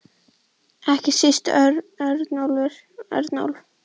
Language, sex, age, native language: Icelandic, female, 10, Icelandic